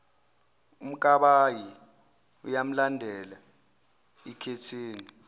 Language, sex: Zulu, male